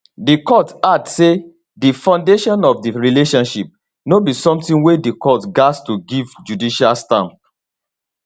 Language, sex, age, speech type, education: Nigerian Pidgin, male, 30-45, spontaneous, tertiary